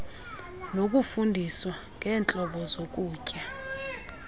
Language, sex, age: Xhosa, female, 24